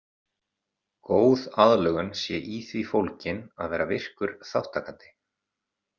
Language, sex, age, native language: Icelandic, male, 30-39, Icelandic